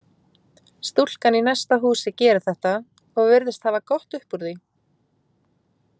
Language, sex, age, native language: Icelandic, female, 20-29, Icelandic